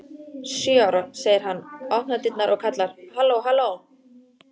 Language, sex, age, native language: Icelandic, female, 14, Icelandic